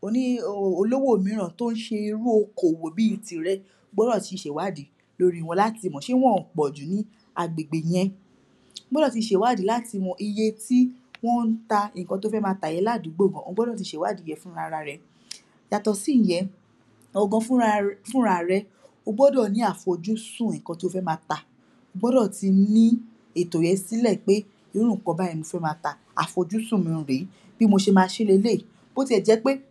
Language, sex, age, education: Yoruba, female, 46-60, tertiary